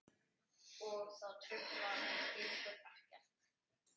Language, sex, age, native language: Icelandic, male, 10, Icelandic